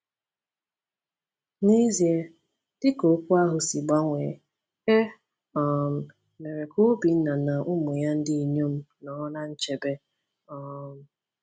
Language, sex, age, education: Igbo, female, 15-29, tertiary